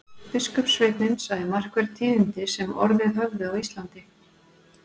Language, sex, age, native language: Icelandic, female, 40-49, Icelandic